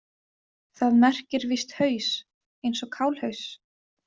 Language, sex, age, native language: Icelandic, female, 20-29, Icelandic